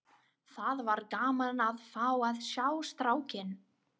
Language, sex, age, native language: Icelandic, female, 30-39, English